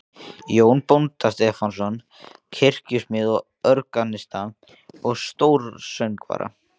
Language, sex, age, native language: Icelandic, male, 14, Icelandic